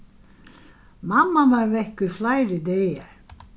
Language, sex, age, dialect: Faroese, female, 61+, Vágar